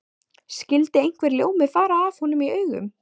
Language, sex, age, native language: Icelandic, female, 14, Icelandic